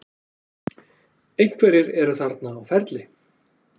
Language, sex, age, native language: Icelandic, male, 40-49, Icelandic